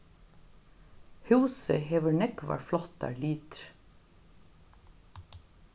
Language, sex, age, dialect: Faroese, female, 61+, Norðurstreymoy/Eysturoy